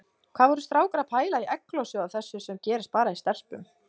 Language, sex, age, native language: Icelandic, female, 20-29, Icelandic